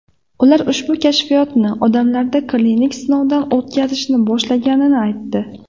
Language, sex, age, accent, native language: Uzbek, female, 18-24, Namangan, Uzbek